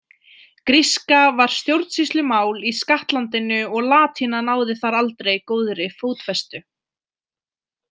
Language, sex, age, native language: Icelandic, female, 20-29, Icelandic